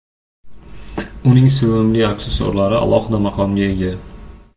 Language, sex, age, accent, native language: Uzbek, male, 18-24, Andijon, Uzbek